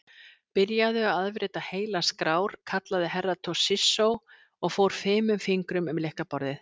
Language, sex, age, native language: Icelandic, female, 60-69, Icelandic